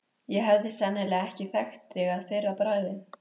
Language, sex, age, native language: Icelandic, female, 13, Icelandic